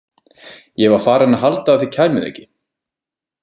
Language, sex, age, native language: Icelandic, male, 20-29, Icelandic